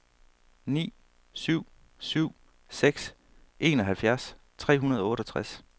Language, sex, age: Danish, male, 31